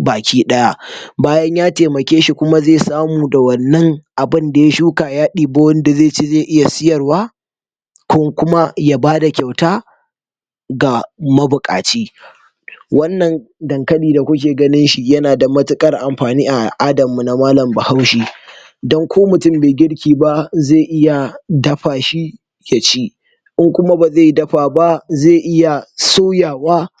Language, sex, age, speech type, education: Hausa, male, 46-60, spontaneous, tertiary